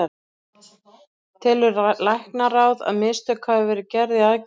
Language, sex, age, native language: Icelandic, female, 40-49, Icelandic